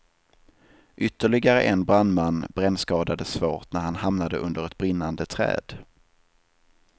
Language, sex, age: Swedish, male, 27